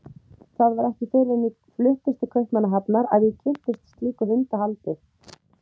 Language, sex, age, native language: Icelandic, female, 30-39, Icelandic